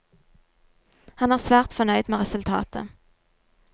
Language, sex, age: Norwegian, female, 22